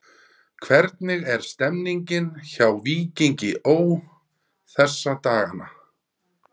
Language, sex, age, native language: Icelandic, male, 30-39, Icelandic